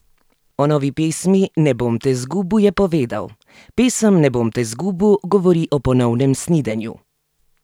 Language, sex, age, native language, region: Slovenian, female, 30-49, Slovenian, Gorenjska region